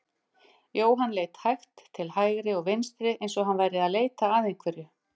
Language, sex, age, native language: Icelandic, female, 50-59, Icelandic